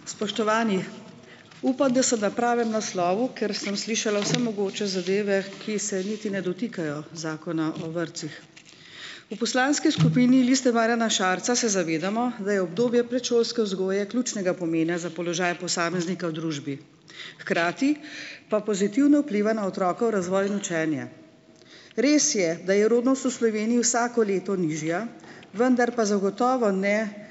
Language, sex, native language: Slovenian, female, Slovenian